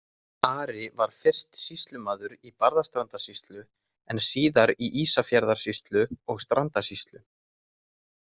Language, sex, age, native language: Icelandic, male, 18-19, Icelandic